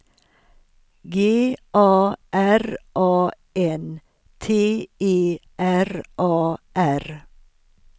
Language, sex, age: Swedish, female, 63